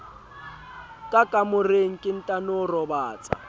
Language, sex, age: Southern Sotho, male, 20